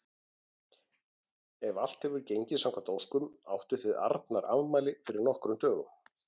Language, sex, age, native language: Icelandic, male, 40-49, Icelandic